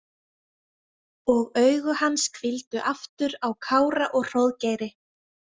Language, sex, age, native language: Icelandic, female, 20-29, Icelandic